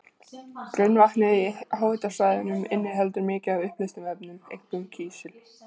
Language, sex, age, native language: Icelandic, female, 20-29, Icelandic